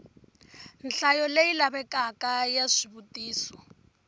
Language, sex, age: Tsonga, female, 20